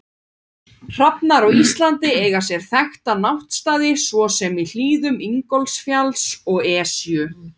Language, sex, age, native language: Icelandic, female, 30-39, Icelandic